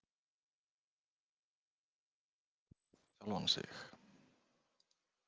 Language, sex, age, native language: Icelandic, male, 20-29, Icelandic